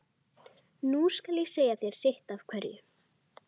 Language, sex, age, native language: Icelandic, female, 12, Icelandic